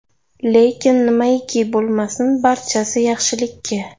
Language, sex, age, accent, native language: Uzbek, female, 25-34, Toshkent shahri, Uzbek